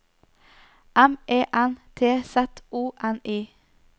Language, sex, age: Norwegian, female, 29